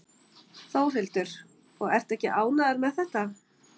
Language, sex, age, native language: Icelandic, female, 50-59, Icelandic